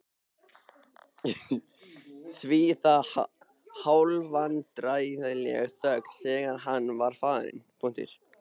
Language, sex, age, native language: Icelandic, male, 13, Icelandic